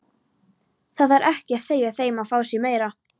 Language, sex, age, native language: Icelandic, female, 13, Polish